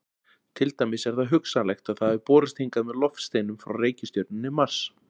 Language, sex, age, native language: Icelandic, male, 40-49, Icelandic